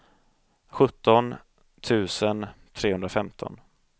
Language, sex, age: Swedish, male, 30